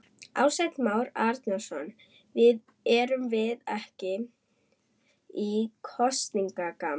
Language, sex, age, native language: Icelandic, female, 11, German